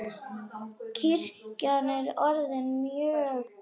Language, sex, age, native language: Icelandic, other, 10, Icelandic